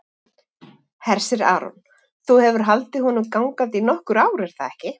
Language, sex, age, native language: Icelandic, female, 40-49, Icelandic